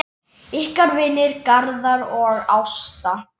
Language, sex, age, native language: Icelandic, male, 10, Icelandic